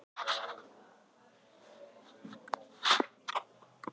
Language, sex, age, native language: Icelandic, female, 50-59, Icelandic